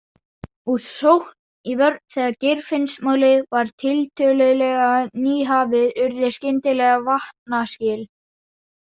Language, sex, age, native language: Icelandic, female, 40-49, Icelandic